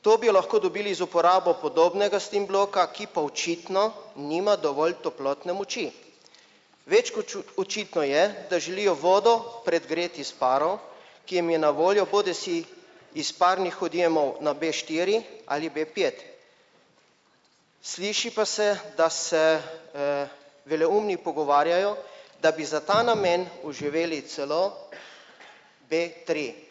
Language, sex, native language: Slovenian, male, Slovenian